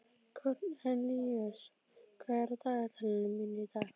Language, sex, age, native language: Icelandic, female, 12, Icelandic